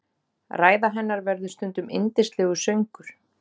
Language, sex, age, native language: Icelandic, female, 40-49, Icelandic